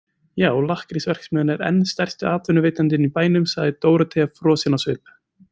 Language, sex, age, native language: Icelandic, male, 20-29, Icelandic